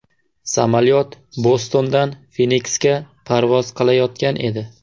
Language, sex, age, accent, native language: Uzbek, male, 18-24, Surxondaryo, Uzbek